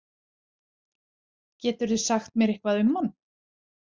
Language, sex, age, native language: Icelandic, female, 40-49, Icelandic